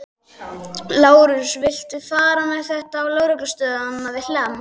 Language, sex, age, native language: Icelandic, male, 12, Icelandic